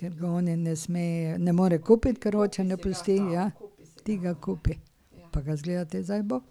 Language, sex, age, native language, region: Slovenian, female, 60+, Slovenian, Drava region